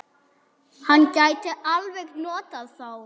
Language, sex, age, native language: Icelandic, female, 7, German